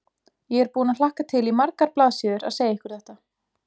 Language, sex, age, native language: Icelandic, female, 20-29, Icelandic